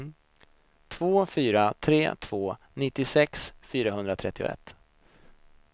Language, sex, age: Swedish, male, 26